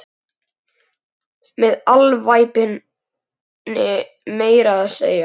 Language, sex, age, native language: Icelandic, male, 10, Icelandic